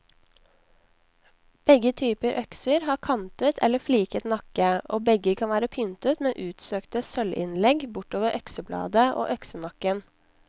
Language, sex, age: Norwegian, female, 19